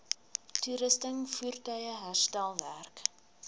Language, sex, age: Afrikaans, female, 19